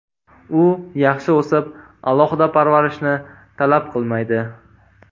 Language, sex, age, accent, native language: Uzbek, male, 18-24, Toshkent viloyati, Uzbek